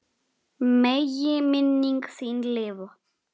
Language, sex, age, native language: Icelandic, male, 7, Icelandic